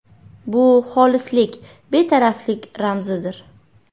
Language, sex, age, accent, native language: Uzbek, female, 18-24, Buxoro, Uzbek